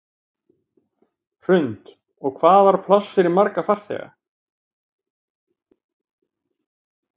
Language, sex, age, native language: Icelandic, male, 50-59, Icelandic